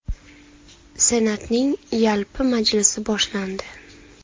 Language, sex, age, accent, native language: Uzbek, female, 19-29, Farg'ona, Uzbek